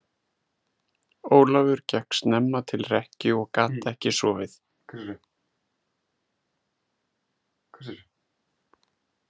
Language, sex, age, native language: Icelandic, male, 30-39, Icelandic